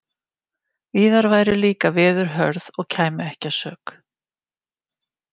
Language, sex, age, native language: Icelandic, female, 50-59, Icelandic